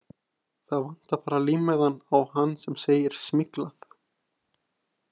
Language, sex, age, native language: Icelandic, male, 20-29, Icelandic